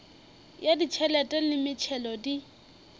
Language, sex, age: Northern Sotho, female, 21